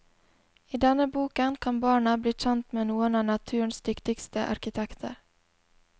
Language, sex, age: Norwegian, female, 20